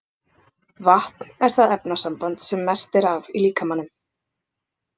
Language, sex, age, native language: Icelandic, other, 20-29, Icelandic